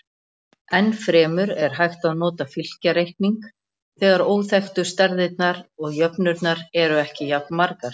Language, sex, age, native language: Icelandic, female, 40-49, Icelandic